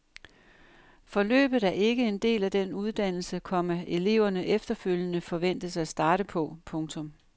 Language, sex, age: Danish, female, 58